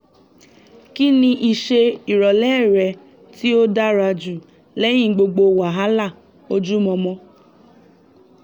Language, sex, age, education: Yoruba, female, 15-29, tertiary